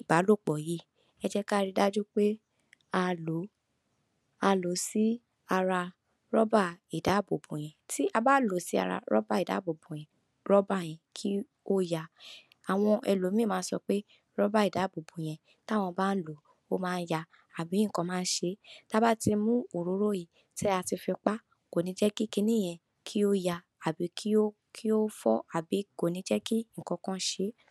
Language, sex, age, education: Yoruba, female, 46-60, tertiary